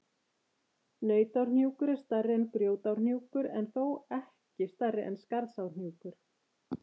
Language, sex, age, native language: Icelandic, female, 50-59, Icelandic